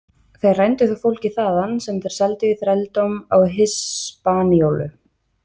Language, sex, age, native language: Icelandic, female, 20-29, Icelandic